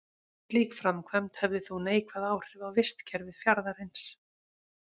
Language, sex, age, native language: Icelandic, female, 40-49, Icelandic